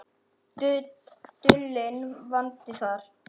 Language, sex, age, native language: Icelandic, female, 10, Icelandic